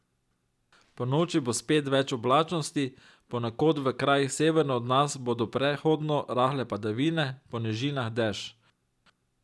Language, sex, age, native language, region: Slovenian, male, 30-49, Slovenian, Drava region